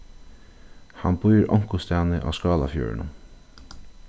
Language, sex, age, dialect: Faroese, male, 36-60, Suðurstreymoy